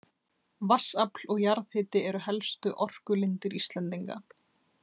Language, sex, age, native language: Icelandic, female, 30-39, Icelandic